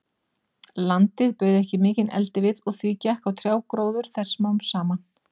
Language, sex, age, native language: Icelandic, female, 40-49, Icelandic